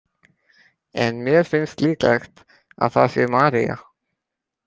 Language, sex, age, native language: Icelandic, female, 20-29, Icelandic